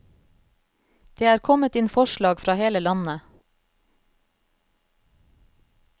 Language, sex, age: Norwegian, female, 34